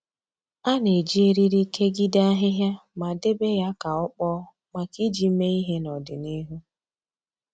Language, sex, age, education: Igbo, female, 15-29, tertiary